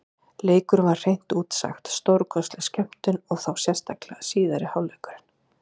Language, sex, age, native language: Icelandic, female, 40-49, Icelandic